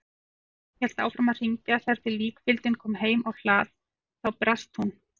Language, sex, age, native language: Icelandic, female, 40-49, Icelandic